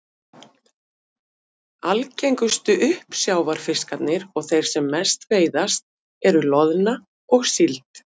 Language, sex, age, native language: Icelandic, female, 50-59, Icelandic